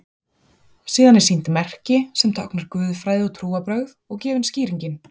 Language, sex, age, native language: Icelandic, female, 40-49, Icelandic